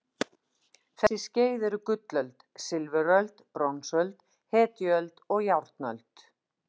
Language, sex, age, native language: Icelandic, female, 50-59, Icelandic